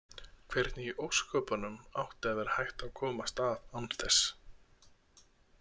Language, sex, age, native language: Icelandic, male, 30-39, Icelandic